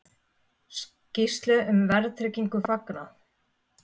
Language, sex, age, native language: Icelandic, female, 30-39, Icelandic